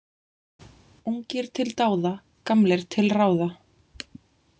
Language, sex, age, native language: Icelandic, female, 20-29, Icelandic